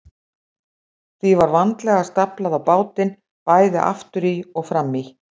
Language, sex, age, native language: Icelandic, female, 60-69, Icelandic